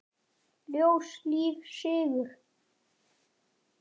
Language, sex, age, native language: Icelandic, male, 9, Icelandic